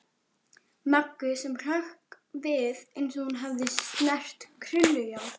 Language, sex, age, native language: Icelandic, female, 11, Icelandic